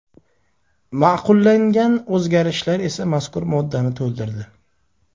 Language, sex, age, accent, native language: Uzbek, male, 25-34, Sirdaryo, Uzbek